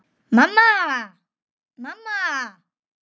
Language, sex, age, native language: Icelandic, female, 9, Icelandic